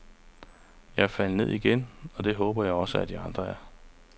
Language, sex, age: Danish, male, 35